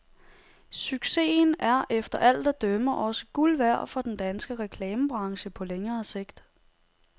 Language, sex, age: Danish, female, 30